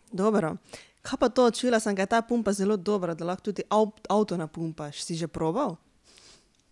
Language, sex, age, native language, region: Slovenian, female, 30-49, Slovenian, Pomurje region